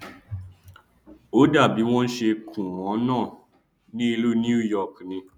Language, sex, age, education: Yoruba, male, 15-29, tertiary